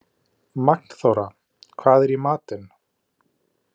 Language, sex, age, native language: Icelandic, male, 30-39, Icelandic